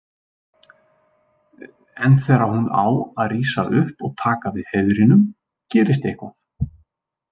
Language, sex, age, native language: Icelandic, male, 20-29, Icelandic